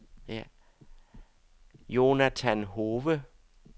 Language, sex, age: Danish, male, 62